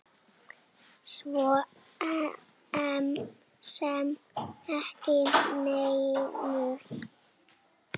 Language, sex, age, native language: Icelandic, male, 7, Icelandic